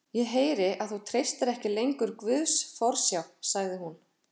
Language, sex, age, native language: Icelandic, female, 40-49, Icelandic